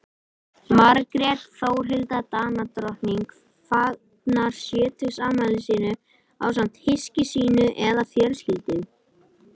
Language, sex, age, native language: Icelandic, male, 18-19, Icelandic